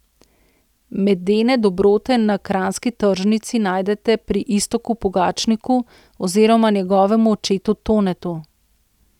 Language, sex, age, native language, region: Slovenian, female, 30-49, Slovenian, Central Slovenia